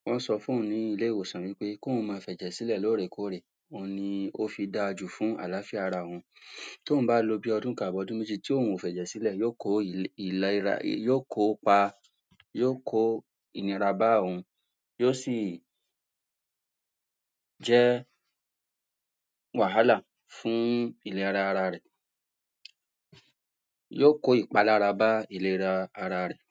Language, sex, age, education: Yoruba, male, 46-60, tertiary